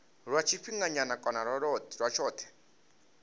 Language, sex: Venda, male